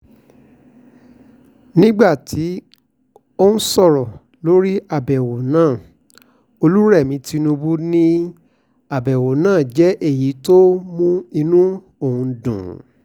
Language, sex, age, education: Yoruba, male, 46-60, tertiary